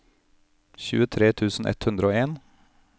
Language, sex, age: Norwegian, male, 31